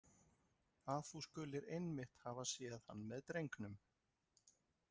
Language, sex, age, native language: Icelandic, male, 30-39, Icelandic